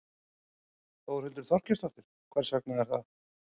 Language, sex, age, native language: Icelandic, male, 40-49, Icelandic